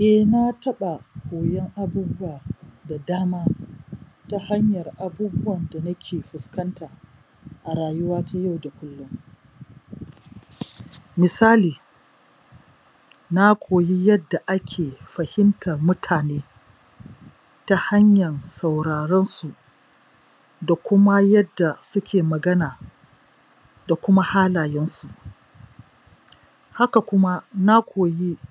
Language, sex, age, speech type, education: Hausa, female, 46-60, spontaneous, tertiary